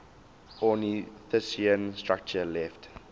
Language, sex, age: English, male, 19